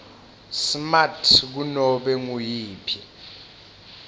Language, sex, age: Swati, male, 19